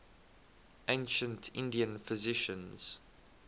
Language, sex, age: English, male, 21